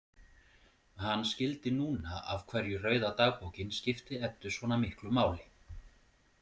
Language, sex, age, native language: Icelandic, male, 40-49, Icelandic